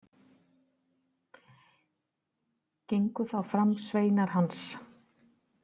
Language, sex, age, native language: Icelandic, female, 40-49, Icelandic